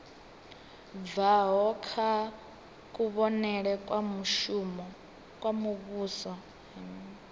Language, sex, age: Venda, female, 18